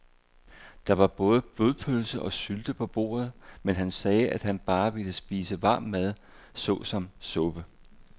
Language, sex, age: Danish, male, 58